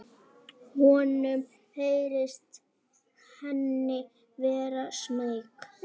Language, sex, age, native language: Icelandic, female, 8, Icelandic